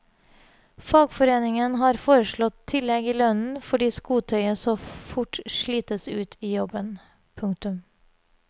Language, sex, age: Norwegian, female, 30